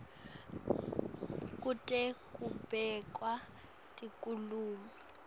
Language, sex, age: Swati, female, 18